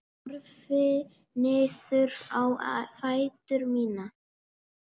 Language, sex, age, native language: Icelandic, male, 8, Icelandic